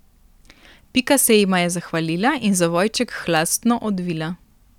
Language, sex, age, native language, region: Slovenian, female, 18-29, Slovenian, Primorsko-notranjska region